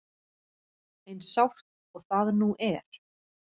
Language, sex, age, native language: Icelandic, female, 40-49, Icelandic